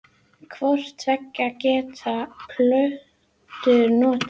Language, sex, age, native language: Icelandic, female, 18-19, Icelandic